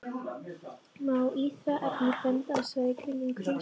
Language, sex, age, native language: Icelandic, female, 13, Icelandic